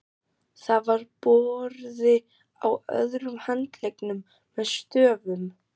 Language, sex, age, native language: Icelandic, male, 12, German